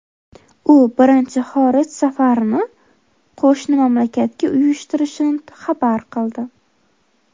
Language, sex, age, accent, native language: Uzbek, female, 18-24, Xorazm, Uzbek